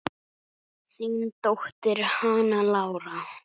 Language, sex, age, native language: Icelandic, female, 9, Icelandic